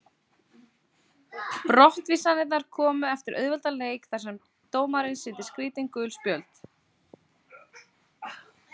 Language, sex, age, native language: Icelandic, female, 20-29, Icelandic